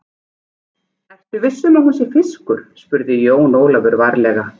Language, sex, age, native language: Icelandic, female, 40-49, Icelandic